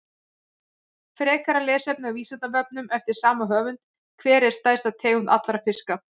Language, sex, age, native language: Icelandic, female, 40-49, Icelandic